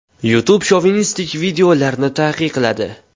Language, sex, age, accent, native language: Uzbek, female, under 19, Farg'ona, Uzbek